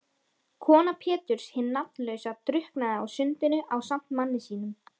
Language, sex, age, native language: Icelandic, female, 13, Icelandic